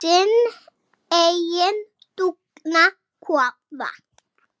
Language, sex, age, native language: Icelandic, female, 20-29, Icelandic